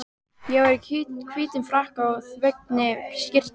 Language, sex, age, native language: Icelandic, female, 12, Icelandic